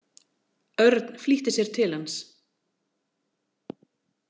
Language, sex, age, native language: Icelandic, female, 40-49, Icelandic